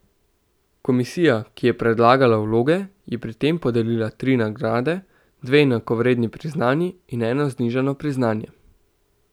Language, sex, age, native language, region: Slovenian, male, 18-29, Slovenian, Central Slovenia